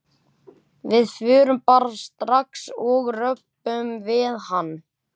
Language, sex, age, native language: Icelandic, male, 11, Icelandic